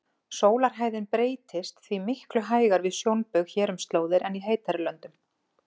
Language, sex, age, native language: Icelandic, female, 40-49, Icelandic